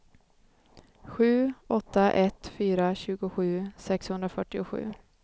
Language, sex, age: Swedish, female, 29